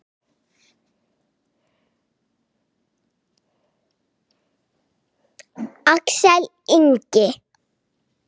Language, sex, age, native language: Icelandic, male, 8, Icelandic